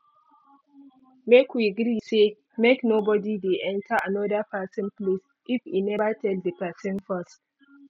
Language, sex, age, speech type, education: Nigerian Pidgin, female, 15-29, spontaneous, tertiary